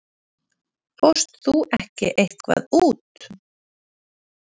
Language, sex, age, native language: Icelandic, female, 30-39, Icelandic